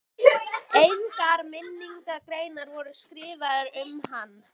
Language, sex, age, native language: Icelandic, female, 12, Icelandic